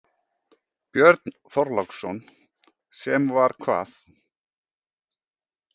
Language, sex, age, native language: Icelandic, male, 40-49, Icelandic